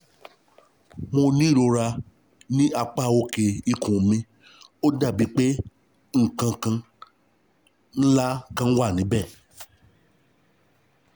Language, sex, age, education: Yoruba, male, 30-45, tertiary